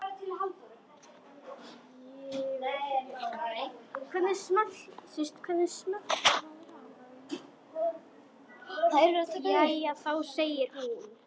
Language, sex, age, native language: Icelandic, female, 10, Icelandic